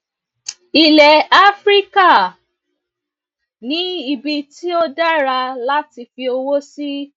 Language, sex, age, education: Yoruba, female, 15-29, tertiary